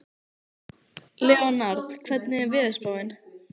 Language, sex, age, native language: Icelandic, female, 15, Icelandic